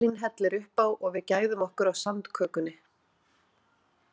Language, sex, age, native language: Icelandic, female, 40-49, Icelandic